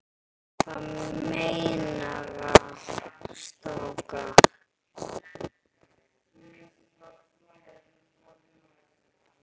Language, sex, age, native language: Icelandic, male, 10, Icelandic